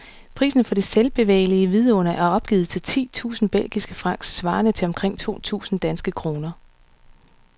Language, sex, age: Danish, female, 39